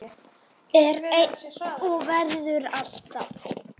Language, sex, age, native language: Icelandic, male, 7, Icelandic